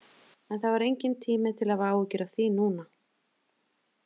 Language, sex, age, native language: Icelandic, female, 30-39, Icelandic